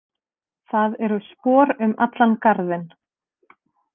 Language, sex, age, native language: Icelandic, female, 30-39, Icelandic